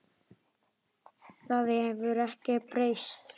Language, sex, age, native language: Icelandic, male, 9, Icelandic